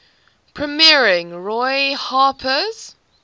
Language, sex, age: English, female, 18